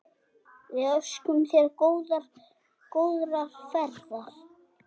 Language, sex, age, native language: Icelandic, male, 6, Icelandic